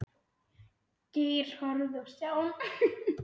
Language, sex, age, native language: Icelandic, male, 9, Icelandic